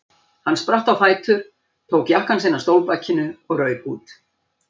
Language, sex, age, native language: Icelandic, female, 60-69, Icelandic